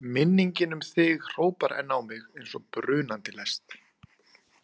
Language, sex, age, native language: Icelandic, male, 40-49, Icelandic